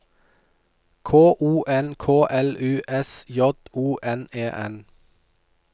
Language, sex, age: Norwegian, male, 29